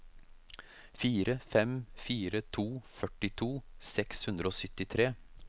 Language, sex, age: Norwegian, male, 33